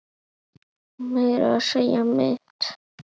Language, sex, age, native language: Icelandic, male, 8, Icelandic